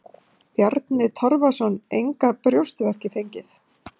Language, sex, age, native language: Icelandic, female, 50-59, Icelandic